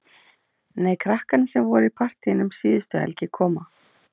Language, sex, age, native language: Icelandic, female, 30-39, Icelandic